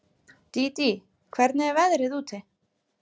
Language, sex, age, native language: Icelandic, female, 30-39, Icelandic